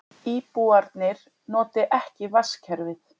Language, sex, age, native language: Icelandic, female, 30-39, Icelandic